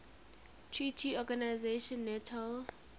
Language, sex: English, female